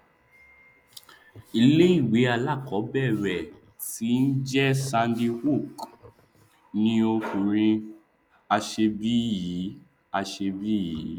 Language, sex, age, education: Yoruba, male, 15-29, tertiary